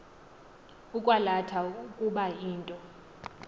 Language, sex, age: Xhosa, female, 20